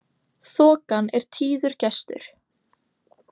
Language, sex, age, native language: Icelandic, female, 18-19, Icelandic